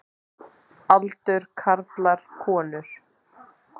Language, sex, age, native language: Icelandic, male, 10, Icelandic